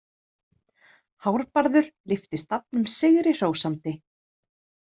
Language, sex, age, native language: Icelandic, female, 30-39, Icelandic